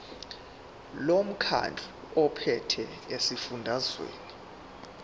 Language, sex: Zulu, male